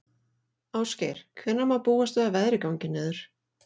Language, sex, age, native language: Icelandic, female, 40-49, Icelandic